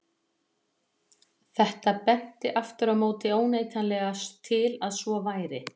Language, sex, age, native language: Icelandic, female, 40-49, Icelandic